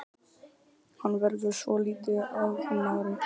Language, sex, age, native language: Icelandic, male, 18-19, Icelandic